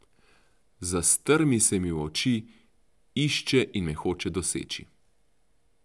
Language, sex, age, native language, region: Slovenian, male, 30-49, Slovenian, Central Slovenia